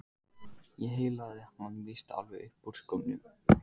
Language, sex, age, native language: Icelandic, male, 15, Icelandic